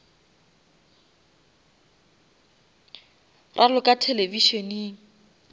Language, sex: Northern Sotho, female